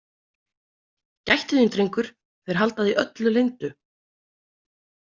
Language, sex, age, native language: Icelandic, female, 30-39, Icelandic